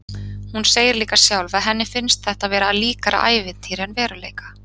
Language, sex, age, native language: Icelandic, female, 30-39, Icelandic